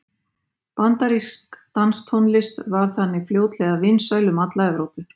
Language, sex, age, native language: Icelandic, female, 50-59, Icelandic